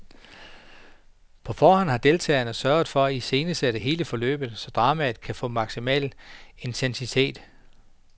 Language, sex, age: Danish, male, 49